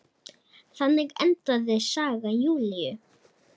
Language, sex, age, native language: Icelandic, female, 10, Icelandic